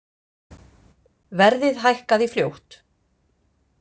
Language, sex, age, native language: Icelandic, female, 50-59, Icelandic